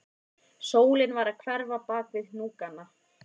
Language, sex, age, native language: Icelandic, female, 30-39, Icelandic